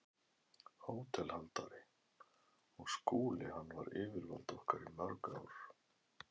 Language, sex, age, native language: Icelandic, male, 11, Icelandic